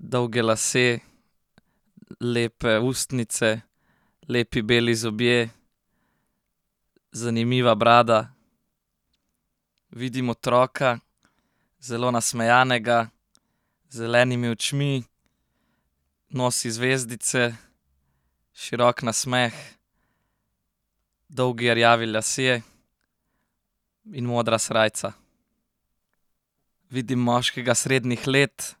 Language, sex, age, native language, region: Slovenian, male, 18-29, Slovenian, Central Slovenia